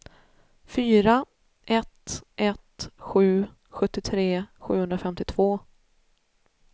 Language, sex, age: Swedish, female, 33